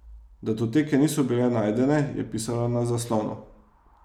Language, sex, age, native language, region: Slovenian, male, 30-49, Slovenian, Savinja region